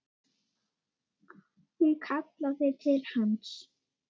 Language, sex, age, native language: Icelandic, female, 6, Icelandic